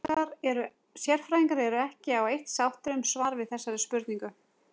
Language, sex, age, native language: Icelandic, female, 40-49, Icelandic